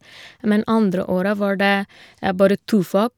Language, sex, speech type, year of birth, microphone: Norwegian, female, spontaneous, 1988, Shure